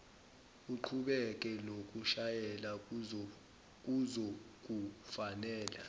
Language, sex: Zulu, male